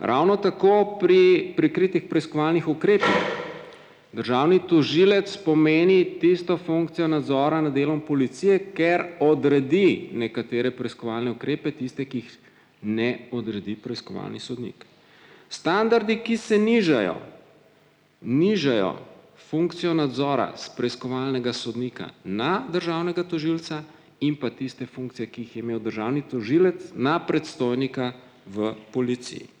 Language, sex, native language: Slovenian, male, Slovenian